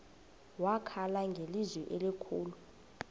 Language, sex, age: Xhosa, female, 26